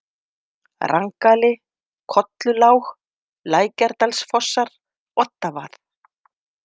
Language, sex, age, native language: Icelandic, female, 50-59, Icelandic